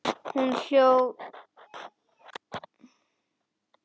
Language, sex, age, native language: Icelandic, female, 10, Icelandic